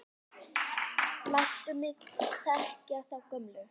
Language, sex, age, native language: Icelandic, male, 10, Icelandic